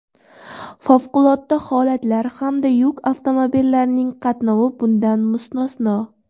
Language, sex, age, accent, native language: Uzbek, female, 18-24, Surxondaryo, Uzbek